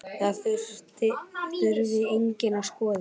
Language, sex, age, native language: Icelandic, male, 9, Icelandic